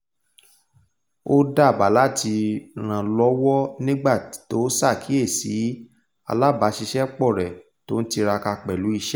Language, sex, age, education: Yoruba, male, 15-29, tertiary